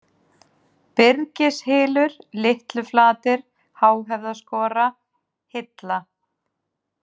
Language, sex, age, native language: Icelandic, female, 30-39, Icelandic